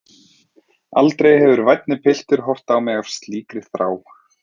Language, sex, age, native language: Icelandic, male, 30-39, Icelandic